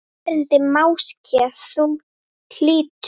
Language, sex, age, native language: Icelandic, female, 8, Icelandic